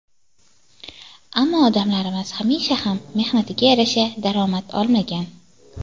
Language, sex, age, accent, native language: Uzbek, female, 18-24, Toshkent viloyati, Uzbek